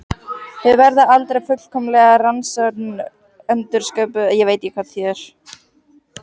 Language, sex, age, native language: Icelandic, female, 18-19, Icelandic